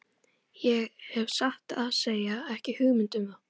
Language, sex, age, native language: Icelandic, female, 12, Icelandic